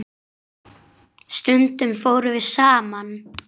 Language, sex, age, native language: Icelandic, male, 9, Icelandic